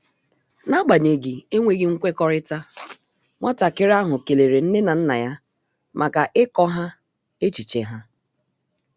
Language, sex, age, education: Igbo, female, 30-45, tertiary